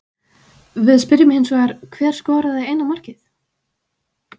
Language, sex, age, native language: Icelandic, female, 20-29, Icelandic